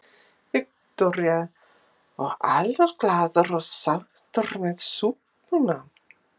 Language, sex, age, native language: Icelandic, female, 50-59, English